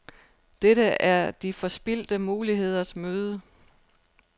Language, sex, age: Danish, female, 43